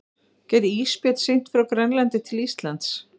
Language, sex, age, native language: Icelandic, female, 50-59, Icelandic